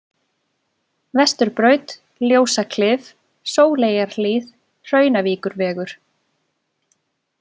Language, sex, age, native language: Icelandic, female, 20-29, Icelandic